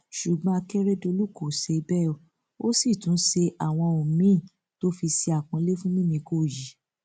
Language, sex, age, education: Yoruba, female, 15-29, tertiary